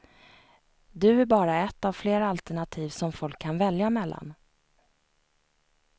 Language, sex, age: Swedish, female, 29